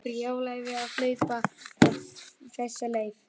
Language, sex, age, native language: Icelandic, male, 11, Icelandic